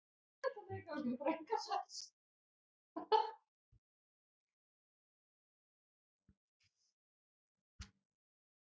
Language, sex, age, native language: Icelandic, male, 30-39, Icelandic